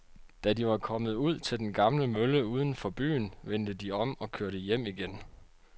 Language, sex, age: Danish, male, 30